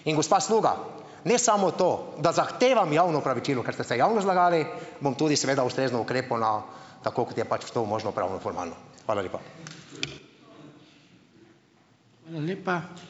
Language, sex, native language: Slovenian, male, Slovenian